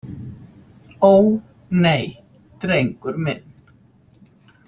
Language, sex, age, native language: Icelandic, female, 50-59, Icelandic